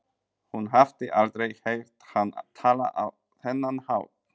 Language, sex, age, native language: Icelandic, male, 40-49, Polish